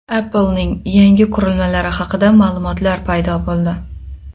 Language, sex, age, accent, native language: Uzbek, female, 25-34, Qoraqalpog'iston, Uzbek